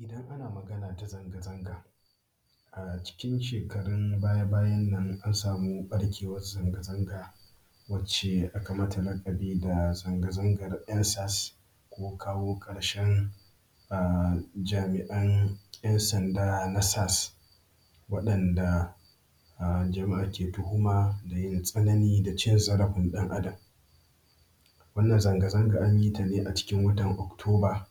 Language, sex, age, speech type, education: Hausa, male, 15-29, spontaneous, primary